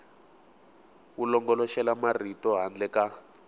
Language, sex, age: Tsonga, male, 18